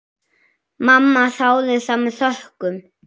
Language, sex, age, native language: Icelandic, other, 6, Icelandic